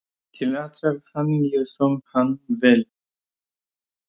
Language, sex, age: Icelandic, male, 20-29